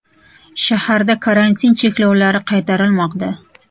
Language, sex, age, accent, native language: Uzbek, female, 35+, Toshkent shahri, Uzbek